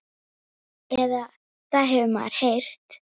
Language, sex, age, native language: Icelandic, female, 9, Icelandic